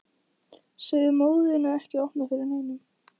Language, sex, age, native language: Icelandic, female, 14, Icelandic